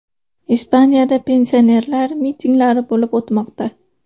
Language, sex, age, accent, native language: Uzbek, female, 18-24, Farg'ona, Uzbek